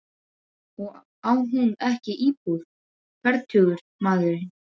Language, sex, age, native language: Icelandic, female, 12, Serbo-Croatian